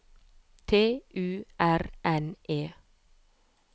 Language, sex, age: Norwegian, female, 30